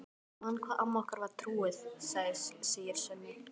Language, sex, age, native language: Icelandic, other, 12, Icelandic